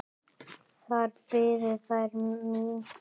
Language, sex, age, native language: Icelandic, male, 8, Icelandic